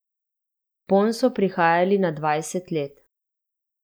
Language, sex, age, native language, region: Slovenian, female, 30-49, Slovenian, Central Slovenia